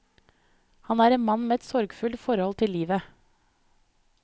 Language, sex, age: Norwegian, female, 30